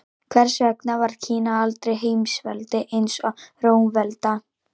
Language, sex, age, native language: Icelandic, female, 18-19, Icelandic